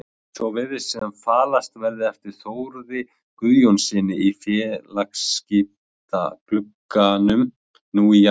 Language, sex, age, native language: Icelandic, male, 20-29, Icelandic